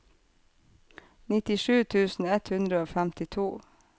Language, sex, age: Norwegian, female, 48